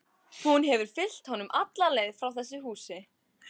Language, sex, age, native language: Icelandic, female, 14, Icelandic